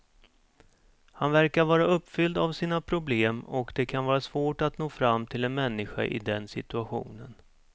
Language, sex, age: Swedish, male, 47